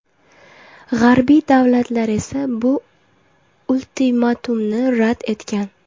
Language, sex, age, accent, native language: Uzbek, female, 18-24, Jizzax, Uzbek